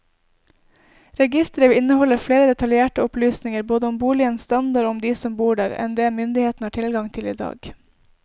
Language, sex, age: Norwegian, female, 20